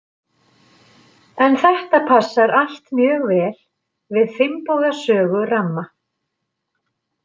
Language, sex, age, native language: Icelandic, female, 50-59, Icelandic